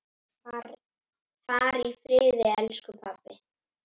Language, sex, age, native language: Icelandic, female, 8, Icelandic